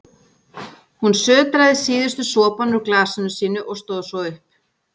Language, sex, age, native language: Icelandic, female, 40-49, Icelandic